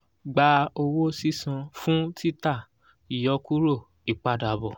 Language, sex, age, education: Yoruba, male, 15-29, tertiary